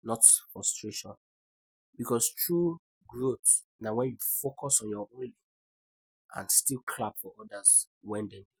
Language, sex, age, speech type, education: Nigerian Pidgin, male, 15-29, spontaneous, tertiary